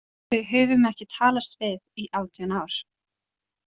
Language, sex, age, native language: Icelandic, female, 20-29, Icelandic